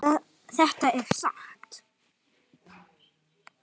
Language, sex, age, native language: Icelandic, male, 9, Icelandic